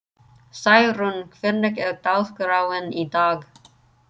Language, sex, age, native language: Icelandic, female, 30-39, English